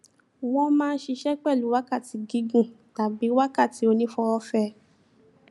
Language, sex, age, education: Yoruba, female, 15-29, tertiary